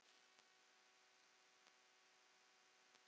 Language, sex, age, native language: Icelandic, female, 9, Icelandic